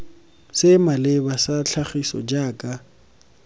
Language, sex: Tswana, male